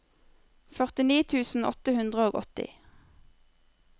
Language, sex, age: Norwegian, female, 23